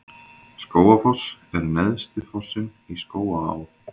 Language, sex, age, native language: Icelandic, male, 20-29, Icelandic